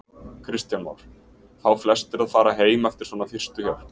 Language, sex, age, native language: Icelandic, male, 20-29, Icelandic